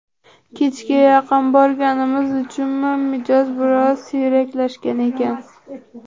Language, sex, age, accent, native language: Uzbek, male, 18-24, Andijon, Uzbek